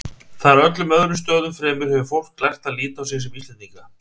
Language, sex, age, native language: Icelandic, male, 30-39, Icelandic